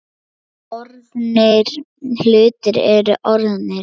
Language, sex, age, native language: Icelandic, female, 9, Lithuanian